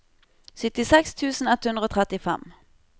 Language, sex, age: Norwegian, female, 25